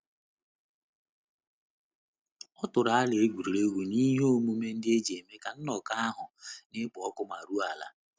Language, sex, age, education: Igbo, male, 30-45, tertiary